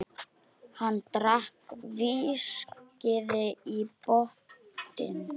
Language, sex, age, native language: Icelandic, female, 10, Icelandic